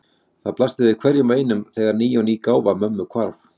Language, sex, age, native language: Icelandic, male, 40-49, Icelandic